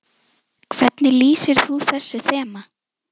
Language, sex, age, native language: Icelandic, female, 10, Icelandic